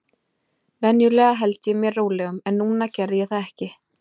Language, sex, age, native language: Icelandic, female, 20-29, Icelandic